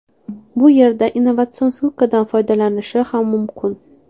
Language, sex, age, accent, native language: Uzbek, female, 18-24, Toshkent shahri, Uzbek